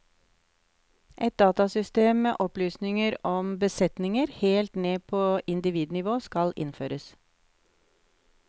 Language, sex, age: Norwegian, female, 48